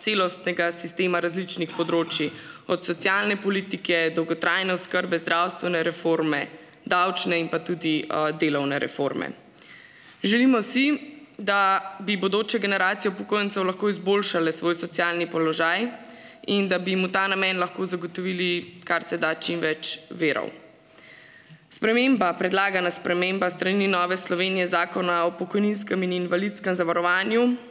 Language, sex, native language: Slovenian, female, Slovenian